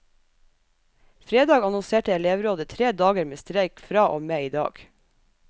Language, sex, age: Norwegian, female, 37